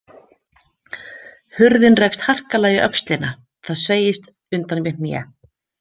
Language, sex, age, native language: Icelandic, female, 50-59, Icelandic